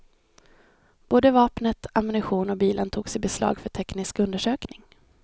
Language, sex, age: Swedish, female, 26